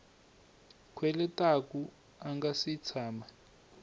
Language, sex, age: Tsonga, male, 21